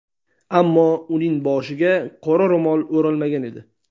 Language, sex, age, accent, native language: Uzbek, male, 19-29, Sirdaryo, Uzbek